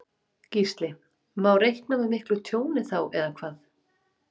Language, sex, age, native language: Icelandic, female, 30-39, Icelandic